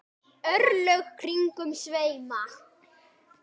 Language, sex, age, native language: Icelandic, female, 10, Icelandic